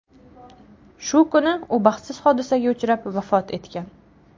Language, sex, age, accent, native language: Uzbek, female, 18-24, Toshkent viloyati, Uzbek